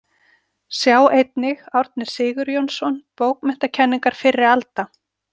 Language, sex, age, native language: Icelandic, female, 40-49, Icelandic